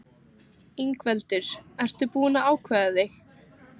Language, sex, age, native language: Icelandic, female, 15, Icelandic